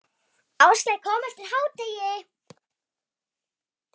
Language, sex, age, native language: Icelandic, female, 7, Icelandic